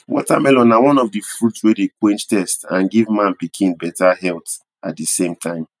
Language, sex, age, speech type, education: Nigerian Pidgin, male, 30-45, spontaneous, tertiary